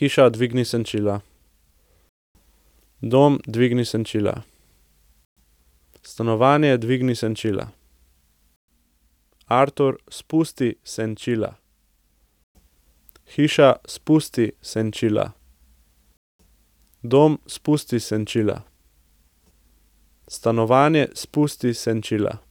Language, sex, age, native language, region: Slovenian, male, 18-29, Slovenian, Central Slovenia